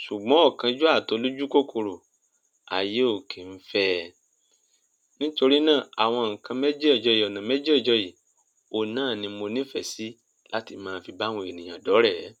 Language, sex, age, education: Yoruba, male, 30-45, tertiary